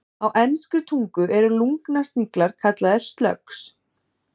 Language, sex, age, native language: Icelandic, female, 30-39, Icelandic